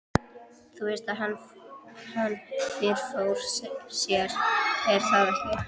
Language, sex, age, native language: Icelandic, female, 12, Icelandic